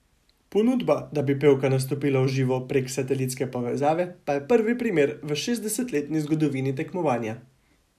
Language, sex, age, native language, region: Slovenian, male, 18-29, Slovenian, Savinja region